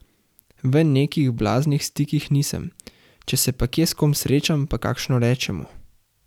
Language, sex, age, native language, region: Slovenian, male, 18-29, Slovenian, Central Slovenia